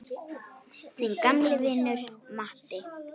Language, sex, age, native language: Icelandic, female, 8, Icelandic